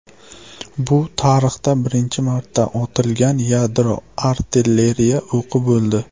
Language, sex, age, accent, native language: Uzbek, male, 19-29, Surxondaryo, Uzbek